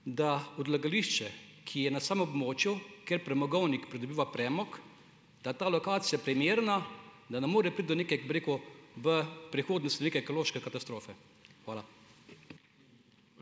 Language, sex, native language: Slovenian, male, Slovenian